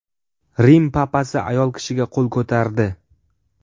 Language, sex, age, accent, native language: Uzbek, male, 12-17, Sirdaryo, Uzbek